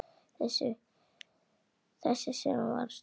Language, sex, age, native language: Icelandic, female, 8, Icelandic